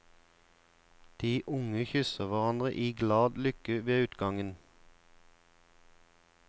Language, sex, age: Norwegian, male, 34